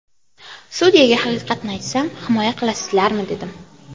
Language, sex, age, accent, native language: Uzbek, female, 18-24, Toshkent viloyati, Uzbek